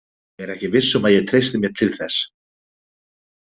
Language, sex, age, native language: Icelandic, male, 20-29, Icelandic